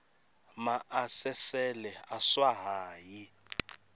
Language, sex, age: Tsonga, male, 26